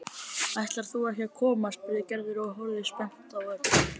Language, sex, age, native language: Icelandic, male, 30-39, Icelandic